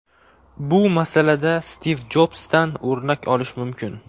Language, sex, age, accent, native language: Uzbek, male, 18-24, Farg'ona, Uzbek